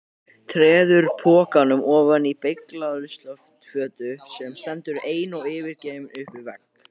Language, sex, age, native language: Icelandic, male, 18-19, Icelandic